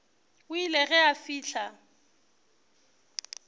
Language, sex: Northern Sotho, female